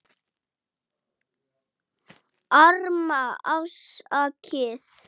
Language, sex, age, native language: Icelandic, male, 8, Icelandic